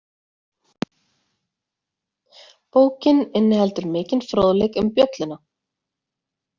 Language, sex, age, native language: Icelandic, female, 30-39, Icelandic